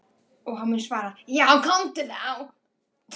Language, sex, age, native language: Icelandic, female, 12, Icelandic